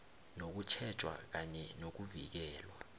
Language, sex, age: South Ndebele, male, 21